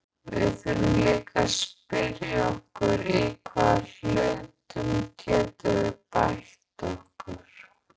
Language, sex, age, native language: Icelandic, female, 50-59, Icelandic